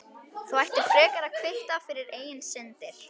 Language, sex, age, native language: Icelandic, female, 11, Icelandic